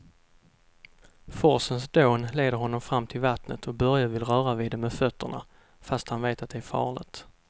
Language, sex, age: Swedish, male, 32